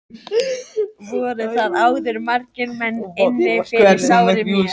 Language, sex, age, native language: Icelandic, male, 13, Icelandic